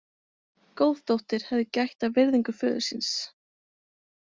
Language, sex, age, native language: Icelandic, female, 20-29, Icelandic